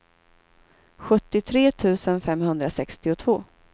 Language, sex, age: Swedish, female, 32